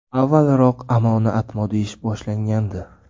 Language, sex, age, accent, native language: Uzbek, male, 18-24, Samarqand, Uzbek